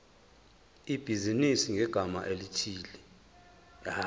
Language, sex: Zulu, male